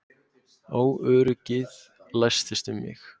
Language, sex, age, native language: Icelandic, male, 18-19, Icelandic